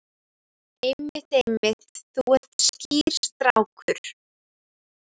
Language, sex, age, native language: Icelandic, female, 12, Icelandic